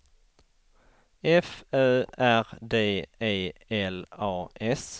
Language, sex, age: Swedish, male, 33